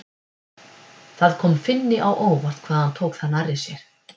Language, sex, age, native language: Icelandic, female, 50-59, Icelandic